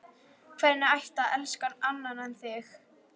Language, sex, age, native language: Icelandic, female, 11, Icelandic